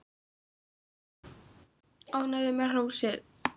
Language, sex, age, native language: Icelandic, female, 10, Icelandic